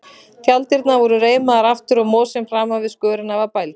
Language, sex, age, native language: Icelandic, female, 40-49, Icelandic